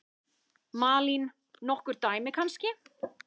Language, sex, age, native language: Icelandic, female, 30-39, Icelandic